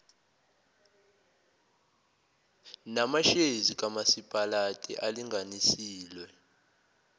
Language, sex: Zulu, male